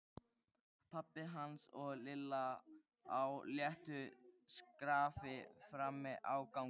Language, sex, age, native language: Icelandic, male, 13, Icelandic